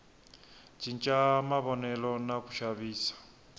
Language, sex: Tsonga, male